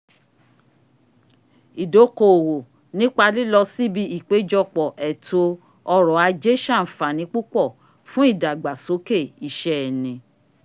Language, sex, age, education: Yoruba, female, 46-60, tertiary